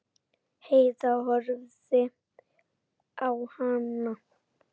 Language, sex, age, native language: Icelandic, female, 8, Icelandic